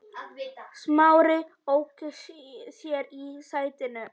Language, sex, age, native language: Icelandic, female, 10, Polish